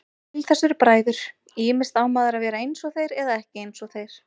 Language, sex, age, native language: Icelandic, female, 30-39, Icelandic